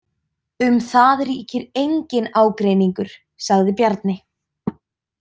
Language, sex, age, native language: Icelandic, female, 20-29, Icelandic